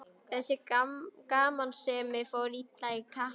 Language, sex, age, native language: Icelandic, female, 11, Icelandic